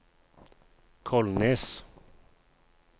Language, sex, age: Norwegian, male, 51